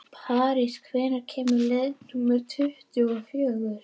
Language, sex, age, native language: Icelandic, female, 11, Icelandic